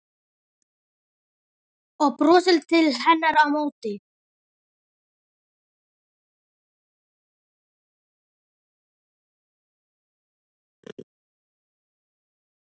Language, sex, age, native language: Icelandic, male, 12, Icelandic